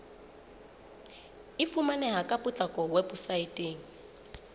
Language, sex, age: Southern Sotho, female, 29